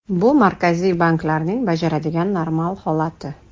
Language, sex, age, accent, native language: Uzbek, female, 35+, Toshkent shahri, Uzbek